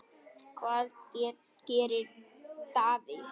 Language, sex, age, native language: Icelandic, male, 9, Icelandic